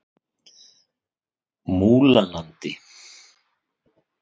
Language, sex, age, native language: Icelandic, male, 50-59, Icelandic